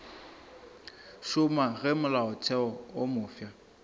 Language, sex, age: Northern Sotho, female, 26